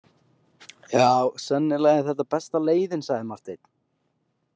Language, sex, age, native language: Icelandic, male, 18-19, Icelandic